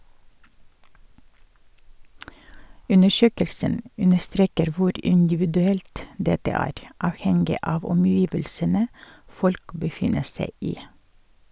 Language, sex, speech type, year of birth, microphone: Norwegian, female, read, 1951, Sennheiser